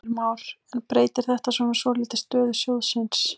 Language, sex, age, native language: Icelandic, female, 18-19, Icelandic